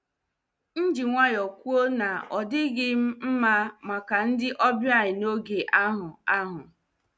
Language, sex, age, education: Igbo, female, 30-45, tertiary